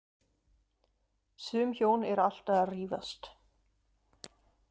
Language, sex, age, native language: Icelandic, female, 30-39, German